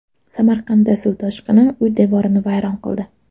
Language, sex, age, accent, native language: Uzbek, female, 12-17, Toshkent shahri, Uzbek